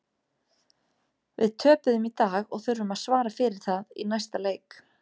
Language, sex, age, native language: Icelandic, female, 30-39, Icelandic